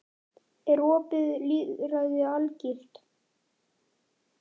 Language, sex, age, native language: Icelandic, male, 9, Icelandic